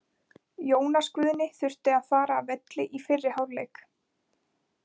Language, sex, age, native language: Icelandic, female, 20-29, Icelandic